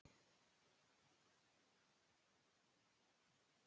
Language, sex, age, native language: Icelandic, male, 13, Icelandic